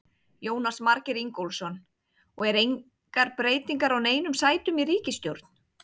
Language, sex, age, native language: Icelandic, female, 30-39, Icelandic